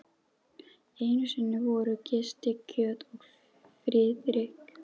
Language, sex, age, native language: Icelandic, female, 12, Icelandic